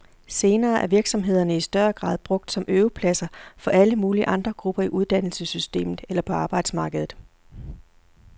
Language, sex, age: Danish, female, 40